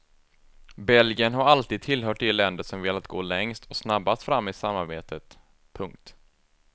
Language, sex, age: Swedish, male, 24